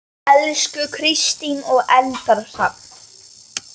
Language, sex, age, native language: Icelandic, male, 10, Icelandic